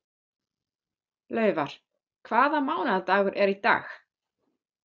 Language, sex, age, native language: Icelandic, female, 40-49, German